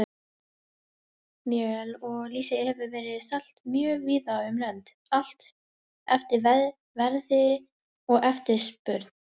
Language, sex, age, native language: Icelandic, female, 18-19, Icelandic